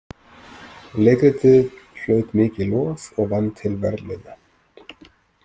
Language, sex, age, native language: Icelandic, male, 30-39, Icelandic